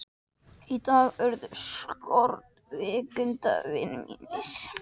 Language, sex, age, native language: Icelandic, male, 12, Icelandic